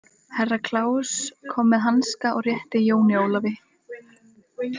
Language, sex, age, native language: Icelandic, female, 20-29, Icelandic